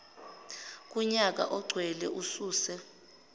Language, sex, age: Zulu, female, 25